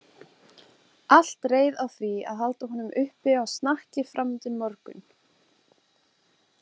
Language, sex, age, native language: Icelandic, female, 20-29, Icelandic